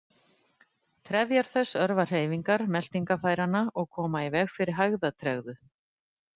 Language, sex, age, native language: Icelandic, female, 50-59, Icelandic